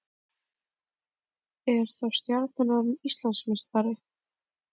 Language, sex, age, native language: Icelandic, female, 11, Icelandic